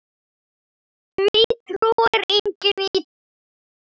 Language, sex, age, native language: Icelandic, male, 10, Icelandic